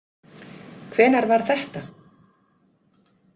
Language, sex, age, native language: Icelandic, female, 50-59, Icelandic